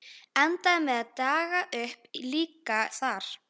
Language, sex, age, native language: Icelandic, female, 13, Icelandic